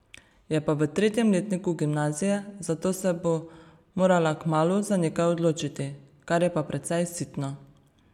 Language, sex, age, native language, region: Slovenian, female, 30-49, Slovenian, Savinja region